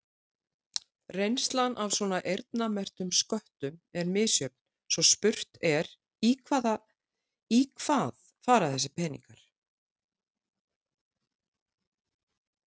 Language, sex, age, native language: Icelandic, female, 60-69, Icelandic